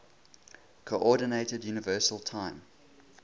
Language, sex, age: English, male, 20